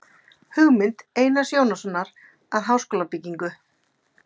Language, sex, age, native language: Icelandic, female, 50-59, Icelandic